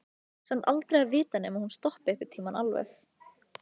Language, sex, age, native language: Icelandic, female, 15, Icelandic